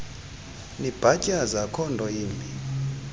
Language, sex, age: Xhosa, male, 32